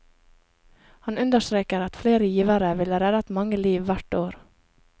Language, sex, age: Norwegian, female, 28